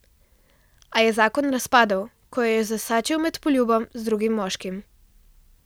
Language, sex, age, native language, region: Slovenian, female, 12-17, Slovenian, Central Slovenia